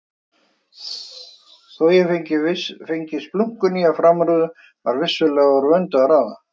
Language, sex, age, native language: Icelandic, male, 50-59, Icelandic